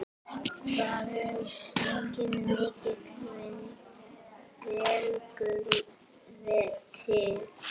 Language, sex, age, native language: Icelandic, female, 11, Icelandic